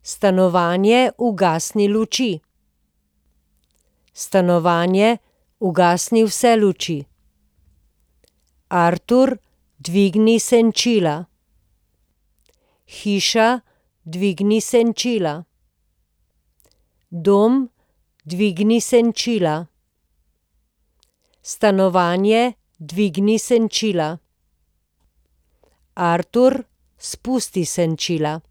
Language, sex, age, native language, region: Slovenian, female, 50-59, Slovenian, Posavska region